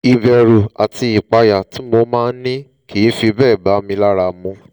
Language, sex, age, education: Yoruba, male, 15-29, tertiary